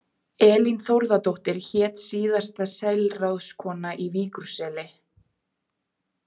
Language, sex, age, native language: Icelandic, female, 20-29, Icelandic